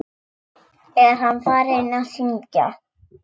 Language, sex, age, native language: Icelandic, female, 6, Icelandic